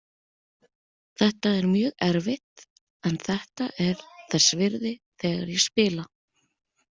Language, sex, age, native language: Icelandic, female, 30-39, Icelandic